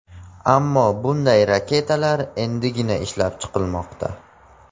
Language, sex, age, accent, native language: Uzbek, male, 18-24, Farg'ona, Tajik